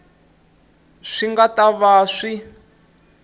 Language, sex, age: Tsonga, male, 20